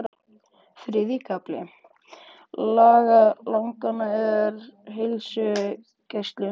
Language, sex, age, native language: Icelandic, male, 14, Icelandic